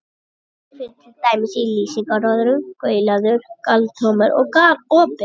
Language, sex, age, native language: Icelandic, male, 60-69, Icelandic